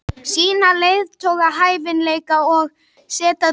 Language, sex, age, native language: Icelandic, female, 18-19, Icelandic